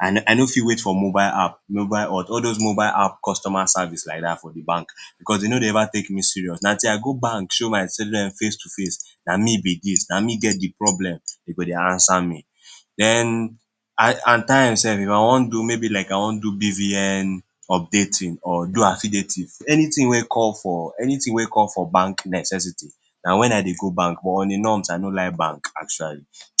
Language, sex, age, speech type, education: Nigerian Pidgin, male, 15-29, spontaneous, secondary